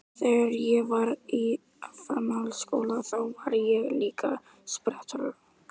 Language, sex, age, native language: Icelandic, male, 18-19, Icelandic